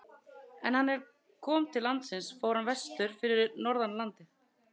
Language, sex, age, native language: Icelandic, female, 30-39, Icelandic